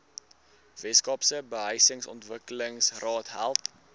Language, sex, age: Afrikaans, male, 19